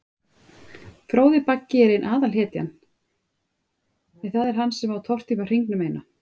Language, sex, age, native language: Icelandic, female, 30-39, Icelandic